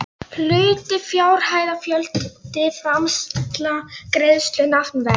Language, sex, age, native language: Icelandic, female, 11, Polish